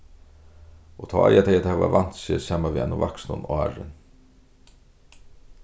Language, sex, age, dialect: Faroese, male, 36-60, Suðurstreymoy